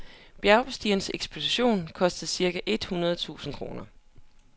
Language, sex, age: Danish, female, 27